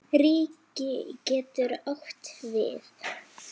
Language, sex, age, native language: Icelandic, female, 7, Icelandic